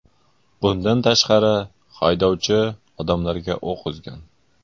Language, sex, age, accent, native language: Uzbek, male, 25-34, Qoraqalpog'iston, Karakalpak